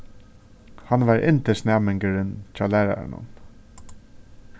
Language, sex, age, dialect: Faroese, male, 36-60, Suðurstreymoy